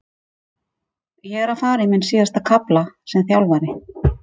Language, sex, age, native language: Icelandic, female, 50-59, Icelandic